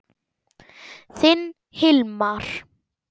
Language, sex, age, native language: Icelandic, male, 10, Icelandic